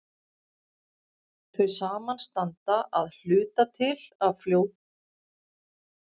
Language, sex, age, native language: Icelandic, female, 50-59, Icelandic